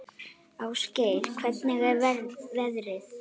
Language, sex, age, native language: Icelandic, female, 8, Icelandic